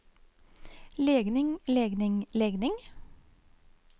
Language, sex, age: Norwegian, female, 35